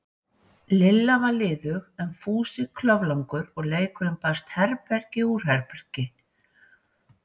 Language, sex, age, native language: Icelandic, female, 60-69, Icelandic